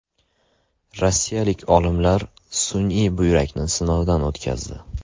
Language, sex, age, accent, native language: Uzbek, male, 18-24, Andijon, Uzbek